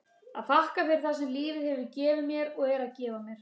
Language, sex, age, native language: Icelandic, female, 30-39, Icelandic